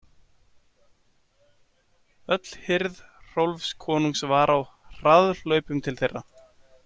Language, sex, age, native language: Icelandic, male, 40-49, Icelandic